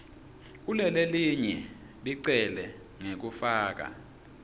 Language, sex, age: Swati, male, 26